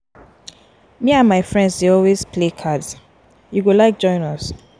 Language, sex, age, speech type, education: Nigerian Pidgin, female, 15-29, spontaneous, tertiary